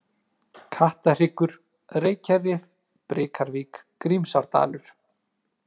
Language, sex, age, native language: Icelandic, male, 30-39, Icelandic